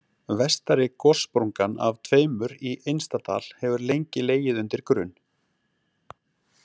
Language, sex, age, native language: Icelandic, male, 40-49, Icelandic